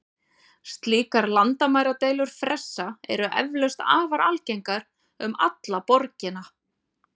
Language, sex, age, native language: Icelandic, female, 40-49, Icelandic